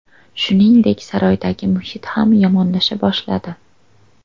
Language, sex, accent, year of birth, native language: Uzbek, female, Toshkent viloyati, 2000, Uzbek